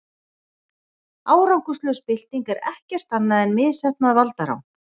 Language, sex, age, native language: Icelandic, female, 40-49, Icelandic